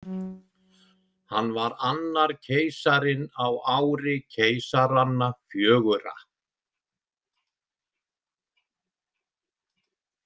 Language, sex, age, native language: Icelandic, male, 70-79, Icelandic